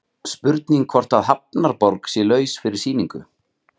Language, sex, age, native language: Icelandic, male, 30-39, Icelandic